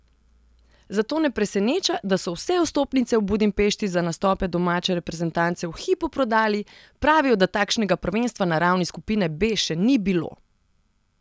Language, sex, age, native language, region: Slovenian, female, 30-49, Serbian, Central Slovenia